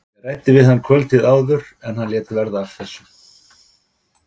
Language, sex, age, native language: Icelandic, male, 50-59, Icelandic